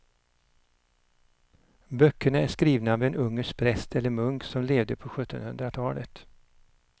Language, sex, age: Swedish, male, 59